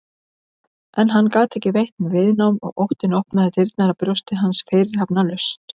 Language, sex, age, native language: Icelandic, female, 50-59, Icelandic